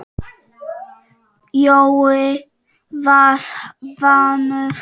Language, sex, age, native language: Icelandic, male, 5, Czech